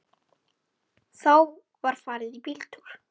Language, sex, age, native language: Icelandic, female, 10, Icelandic